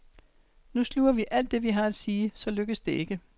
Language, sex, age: Danish, female, 60